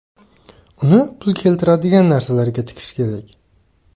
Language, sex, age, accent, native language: Uzbek, male, 18-24, Surxondaryo, Uzbek